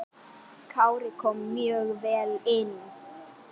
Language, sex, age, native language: Icelandic, female, 10, Icelandic